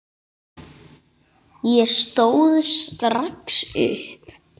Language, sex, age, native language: Icelandic, male, 8, Icelandic